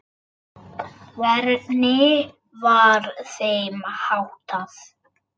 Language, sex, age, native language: Icelandic, male, 8, Icelandic